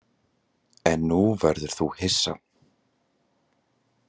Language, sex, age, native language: Icelandic, male, 20-29, Icelandic